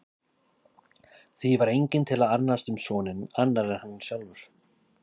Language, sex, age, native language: Icelandic, male, 30-39, Icelandic